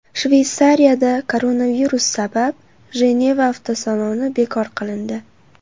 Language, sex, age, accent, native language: Uzbek, female, 18-24, Namangan, Uzbek